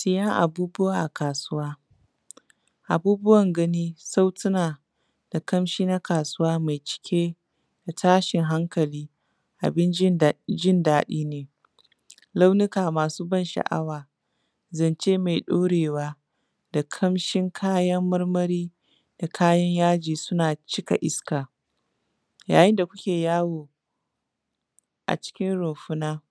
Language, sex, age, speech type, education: Hausa, female, 15-29, spontaneous, tertiary